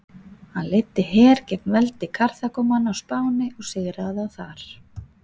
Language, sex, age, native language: Icelandic, female, 40-49, Icelandic